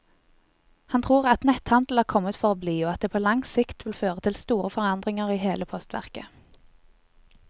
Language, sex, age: Norwegian, female, 20